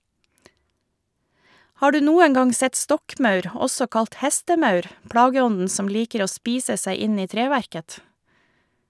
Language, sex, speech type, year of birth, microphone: Norwegian, female, read, 1973, Shure